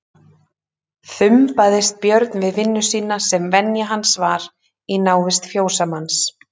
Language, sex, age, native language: Icelandic, female, 30-39, Icelandic